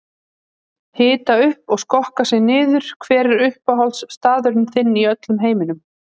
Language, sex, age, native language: Icelandic, female, 30-39, Icelandic